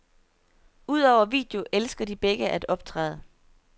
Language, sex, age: Danish, female, 30